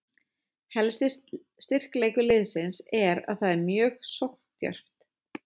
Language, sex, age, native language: Icelandic, female, 30-39, Icelandic